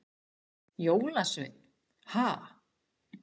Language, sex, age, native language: Icelandic, female, 60-69, Icelandic